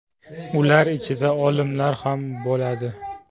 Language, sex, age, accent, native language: Uzbek, male, 19-29, Toshkent viloyati, Uzbek